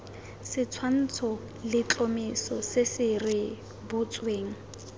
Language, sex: Tswana, female